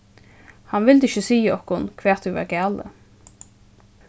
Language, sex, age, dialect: Faroese, female, 15-35, Suðurstreymoy